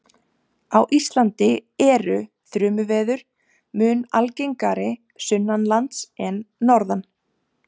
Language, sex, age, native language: Icelandic, female, 30-39, Icelandic